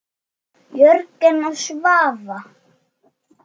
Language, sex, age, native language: Icelandic, male, 6, Icelandic